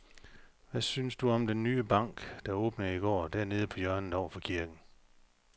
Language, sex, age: Danish, male, 45